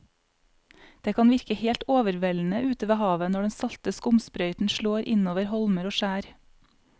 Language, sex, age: Norwegian, female, 35